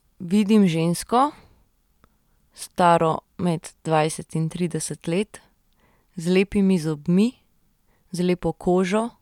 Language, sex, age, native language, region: Slovenian, female, 30-49, Slovenian, Central Slovenia